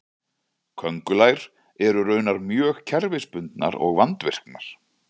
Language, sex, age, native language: Icelandic, male, 40-49, Icelandic